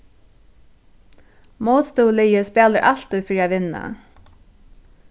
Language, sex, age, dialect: Faroese, female, 36-60, Suðurstreymoy